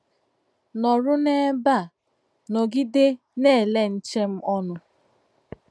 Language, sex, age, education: Igbo, female, 30-45, tertiary